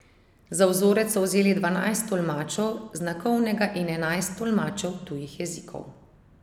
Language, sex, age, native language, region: Slovenian, female, 30-49, Slovenian, Savinja region